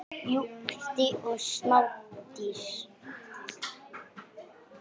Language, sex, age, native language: Icelandic, male, 9, Icelandic